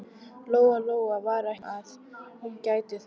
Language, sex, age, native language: Icelandic, female, 12, Icelandic